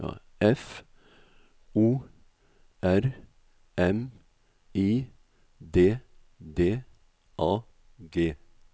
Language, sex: Norwegian, male